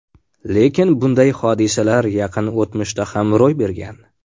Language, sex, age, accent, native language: Uzbek, male, 18-24, Farg'ona, Uzbek